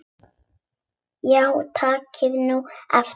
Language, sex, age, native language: Icelandic, female, 8, Icelandic